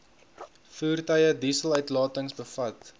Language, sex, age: Afrikaans, male, 21